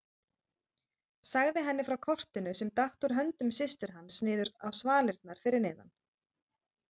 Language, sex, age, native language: Icelandic, female, 30-39, Icelandic